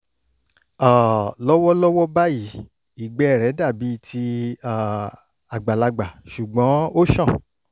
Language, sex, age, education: Yoruba, male, 30-45, tertiary